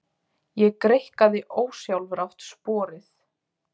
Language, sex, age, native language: Icelandic, female, 20-29, Icelandic